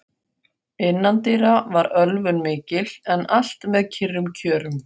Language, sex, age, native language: Icelandic, female, 40-49, Faroese